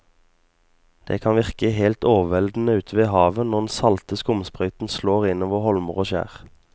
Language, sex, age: Norwegian, male, 22